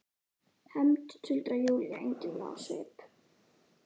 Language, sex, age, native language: Icelandic, female, 11, Icelandic